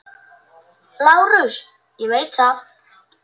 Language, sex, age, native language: Icelandic, male, 8, Icelandic